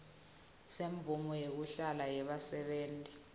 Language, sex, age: Swati, female, 21